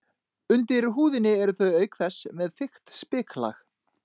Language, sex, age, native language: Icelandic, male, 30-39, Icelandic